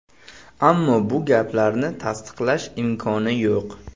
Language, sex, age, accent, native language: Uzbek, male, 18-24, Buxoro, Uzbek